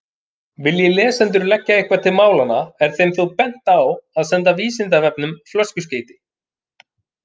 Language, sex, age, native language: Icelandic, male, 30-39, Icelandic